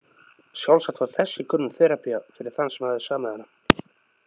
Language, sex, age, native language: Icelandic, male, 30-39, Icelandic